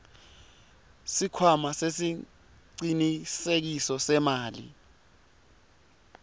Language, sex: Swati, male